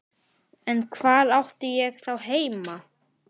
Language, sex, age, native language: Icelandic, male, 11, Icelandic